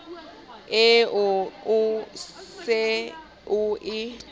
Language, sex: Southern Sotho, female